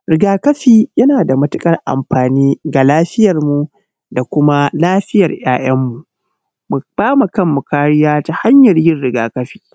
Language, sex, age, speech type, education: Hausa, male, 30-45, spontaneous, primary